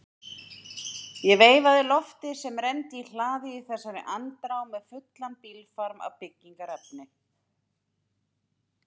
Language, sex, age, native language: Icelandic, female, 30-39, Icelandic